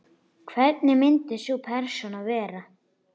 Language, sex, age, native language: Icelandic, female, 10, Icelandic